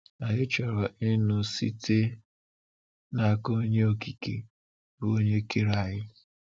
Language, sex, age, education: Igbo, male, 15-29, tertiary